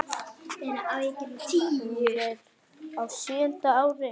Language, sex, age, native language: Icelandic, female, 8, Icelandic